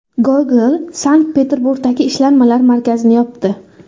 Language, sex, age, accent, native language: Uzbek, female, under 19, Qashqadaryo, Uzbek